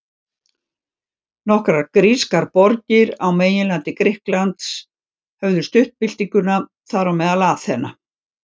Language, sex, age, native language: Icelandic, female, 60-69, Icelandic